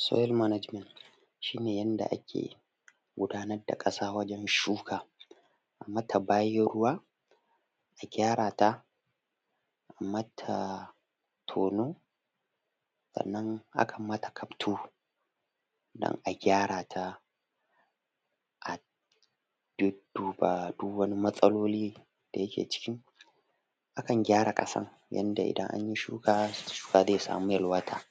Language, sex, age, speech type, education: Hausa, male, 15-29, spontaneous, tertiary